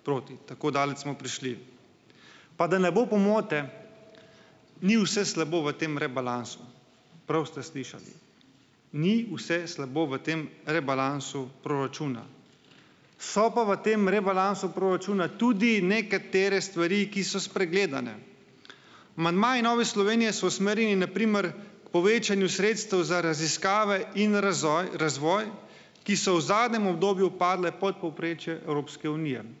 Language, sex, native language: Slovenian, male, Slovenian